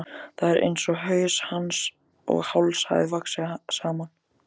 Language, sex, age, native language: Icelandic, male, 14, Icelandic